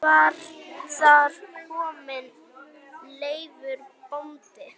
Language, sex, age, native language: Icelandic, female, 9, Icelandic